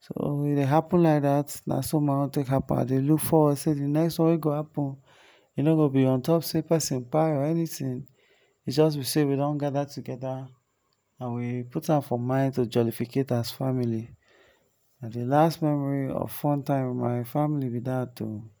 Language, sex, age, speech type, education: Nigerian Pidgin, male, 15-29, spontaneous, tertiary